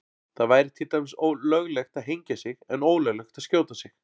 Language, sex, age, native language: Icelandic, male, 40-49, Icelandic